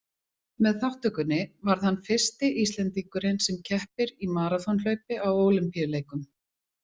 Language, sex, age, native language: Icelandic, female, 40-49, Icelandic